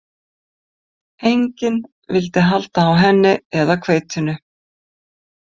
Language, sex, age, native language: Icelandic, female, 50-59, Icelandic